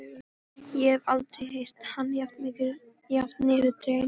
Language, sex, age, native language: Icelandic, female, 13, Polish